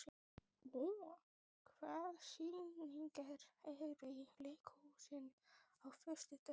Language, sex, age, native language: Icelandic, male, 12, Icelandic